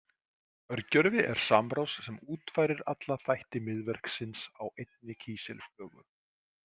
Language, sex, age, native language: Icelandic, male, 40-49, Icelandic